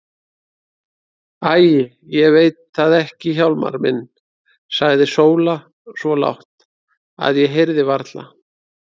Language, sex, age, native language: Icelandic, male, 30-39, Icelandic